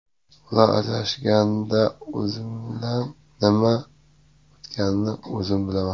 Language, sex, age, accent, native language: Uzbek, male, 25-34, Sirdaryo, Uzbek